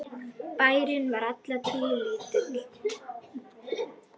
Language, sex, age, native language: Icelandic, female, 10, Icelandic